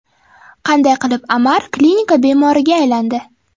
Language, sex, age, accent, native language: Uzbek, female, 12-17, Toshkent shahri, Uzbek